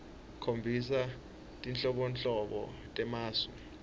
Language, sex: Swati, male